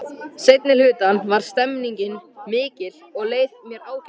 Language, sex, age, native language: Icelandic, male, 13, Icelandic